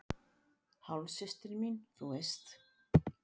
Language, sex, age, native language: Icelandic, female, 60-69, Icelandic